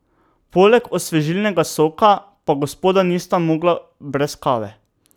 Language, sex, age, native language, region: Slovenian, male, 18-29, Slovenian, Drava region